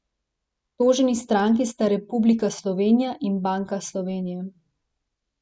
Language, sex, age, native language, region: Slovenian, female, 18-29, Slovenian, Central Slovenia